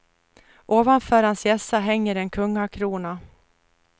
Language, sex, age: Swedish, female, 49